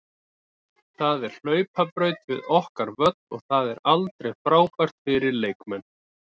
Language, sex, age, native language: Icelandic, male, 30-39, Icelandic